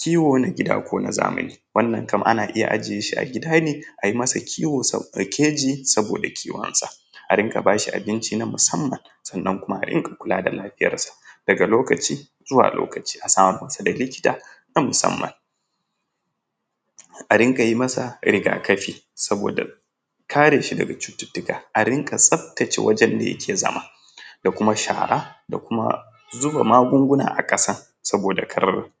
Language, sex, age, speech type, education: Hausa, male, 15-29, spontaneous, tertiary